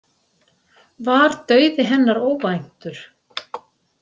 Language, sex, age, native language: Icelandic, female, 60-69, Icelandic